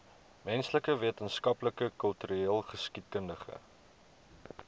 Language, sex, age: Afrikaans, male, 23